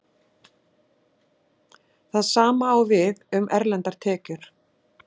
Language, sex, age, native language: Icelandic, female, 60-69, Icelandic